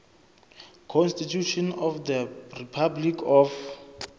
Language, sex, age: Southern Sotho, male, 26